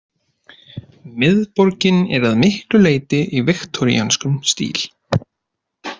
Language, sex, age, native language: Icelandic, male, 30-39, Icelandic